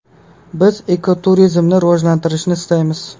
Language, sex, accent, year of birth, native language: Uzbek, male, Qashqadaryo, 2000, Uzbek